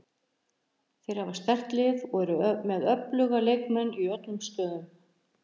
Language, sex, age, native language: Icelandic, female, 60-69, Icelandic